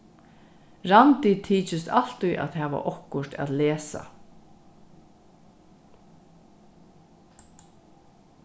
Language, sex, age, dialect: Faroese, female, 36-60, Norðurstreymoy/Eysturoy